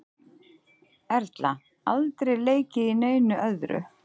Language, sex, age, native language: Icelandic, female, 30-39, Icelandic